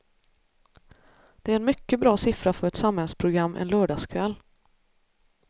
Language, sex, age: Swedish, female, 33